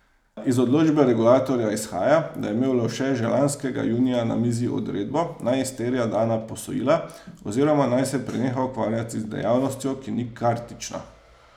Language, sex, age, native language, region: Slovenian, male, 30-49, Slovenian, Savinja region